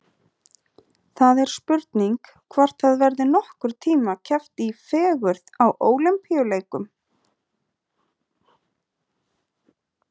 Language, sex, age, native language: Icelandic, female, 30-39, Icelandic